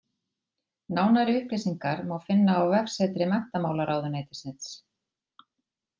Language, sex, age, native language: Icelandic, female, 40-49, Icelandic